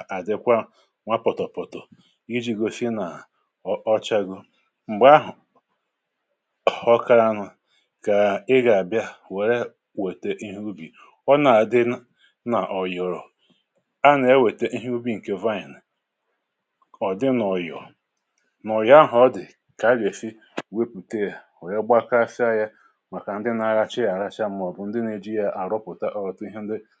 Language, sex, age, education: Igbo, male, 30-45, tertiary